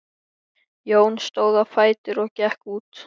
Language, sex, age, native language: Icelandic, male, 13, Icelandic